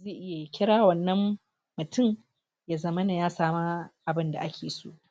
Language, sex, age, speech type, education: Hausa, female, 46-60, spontaneous, tertiary